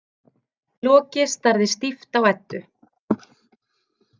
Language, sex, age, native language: Icelandic, female, 30-39, Icelandic